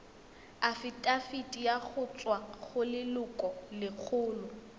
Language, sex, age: Tswana, female, 21